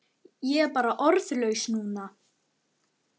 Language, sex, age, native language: Icelandic, male, 9, Icelandic